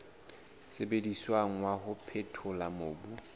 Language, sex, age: Southern Sotho, male, 19